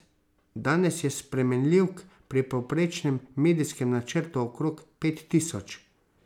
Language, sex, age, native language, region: Slovenian, male, 30-49, Slovenian, Savinja region